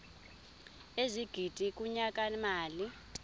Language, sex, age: Xhosa, female, 26